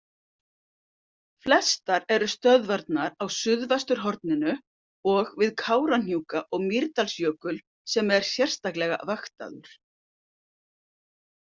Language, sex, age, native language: Icelandic, female, 50-59, Icelandic